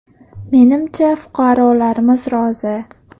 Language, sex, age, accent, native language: Uzbek, female, under 19, Andijon, Uzbek